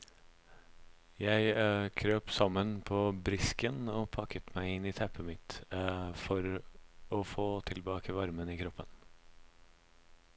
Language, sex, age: Norwegian, male, 26